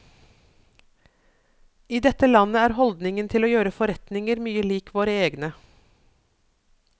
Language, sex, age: Norwegian, female, 42